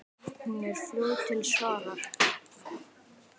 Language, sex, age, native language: Icelandic, male, 10, Icelandic